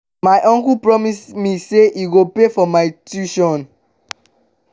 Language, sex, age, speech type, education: Nigerian Pidgin, male, 15-29, spontaneous, tertiary